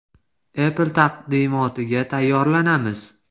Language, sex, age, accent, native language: Uzbek, male, 18-24, Farg'ona, Uzbek